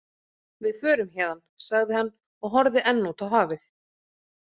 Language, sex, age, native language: Icelandic, female, 30-39, Icelandic